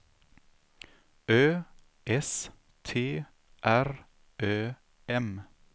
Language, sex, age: Swedish, male, 36